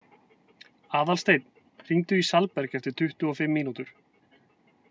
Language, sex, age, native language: Icelandic, male, 30-39, Icelandic